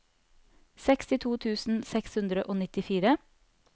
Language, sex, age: Norwegian, female, 30